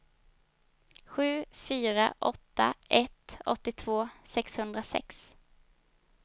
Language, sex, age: Swedish, female, 22